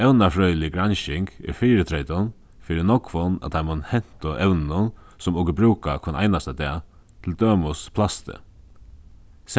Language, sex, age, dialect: Faroese, male, 15-35, Suðuroy